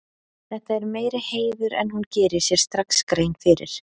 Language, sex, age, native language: Icelandic, female, 30-39, Icelandic